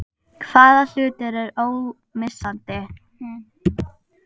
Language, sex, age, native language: Icelandic, female, 11, Icelandic